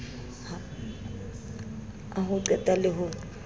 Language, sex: Southern Sotho, female